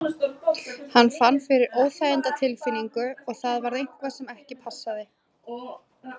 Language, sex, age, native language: Icelandic, female, 20-29, Icelandic